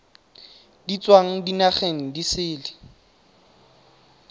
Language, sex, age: Tswana, male, 18